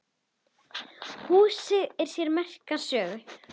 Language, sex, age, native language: Icelandic, female, 10, Icelandic